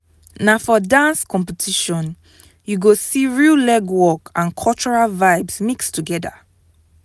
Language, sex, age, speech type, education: Nigerian Pidgin, female, 15-29, spontaneous, tertiary